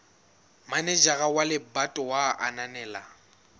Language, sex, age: Southern Sotho, male, 19